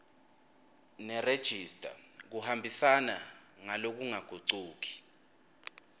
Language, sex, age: Swati, male, 23